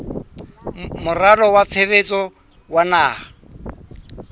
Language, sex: Southern Sotho, male